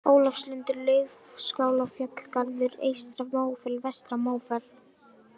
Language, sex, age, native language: Icelandic, female, 20-29, Icelandic